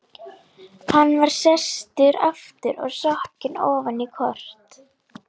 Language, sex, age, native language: Icelandic, female, 11, Icelandic